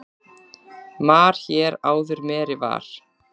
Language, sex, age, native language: Icelandic, female, 40-49, Icelandic